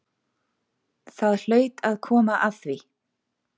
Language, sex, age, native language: Icelandic, female, 40-49, Icelandic